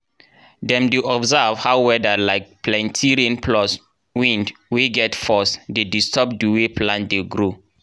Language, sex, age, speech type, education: Nigerian Pidgin, male, 30-45, spontaneous, tertiary